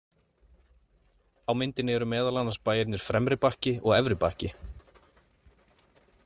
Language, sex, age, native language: Icelandic, male, 30-39, Icelandic